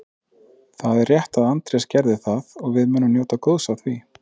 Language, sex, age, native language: Icelandic, male, 30-39, Icelandic